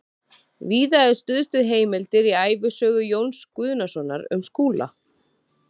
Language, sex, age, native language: Icelandic, female, 30-39, Icelandic